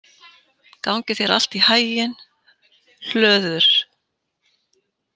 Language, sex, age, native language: Icelandic, female, 60-69, Icelandic